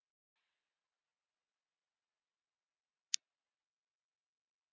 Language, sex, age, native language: Icelandic, female, 30-39, Icelandic